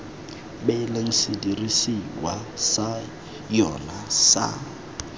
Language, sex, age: Tswana, male, 21